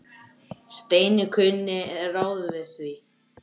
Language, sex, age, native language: Icelandic, male, 10, Icelandic